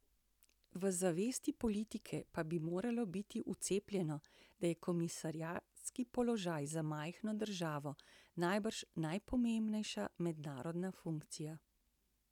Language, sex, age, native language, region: Slovenian, female, 60+, Slovenian, Central Slovenia